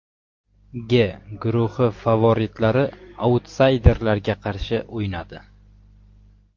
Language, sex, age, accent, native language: Uzbek, male, 18-24, Samarqand, Uzbek